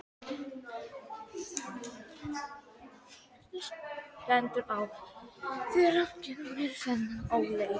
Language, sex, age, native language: Icelandic, female, 12, Icelandic